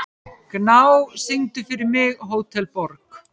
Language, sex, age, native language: Icelandic, female, 50-59, Icelandic